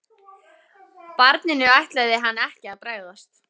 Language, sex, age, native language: Icelandic, female, 15, Icelandic